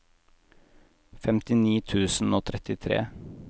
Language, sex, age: Norwegian, male, 18